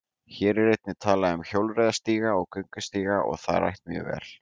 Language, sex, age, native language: Icelandic, male, 18-19, Icelandic